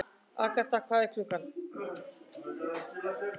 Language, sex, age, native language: Icelandic, female, 60-69, Icelandic